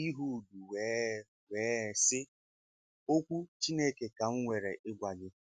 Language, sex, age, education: Igbo, male, 15-29, tertiary